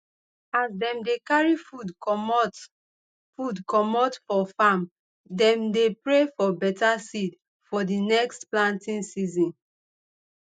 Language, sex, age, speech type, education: Nigerian Pidgin, female, 30-45, spontaneous, tertiary